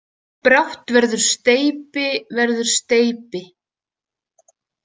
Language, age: Icelandic, 18-19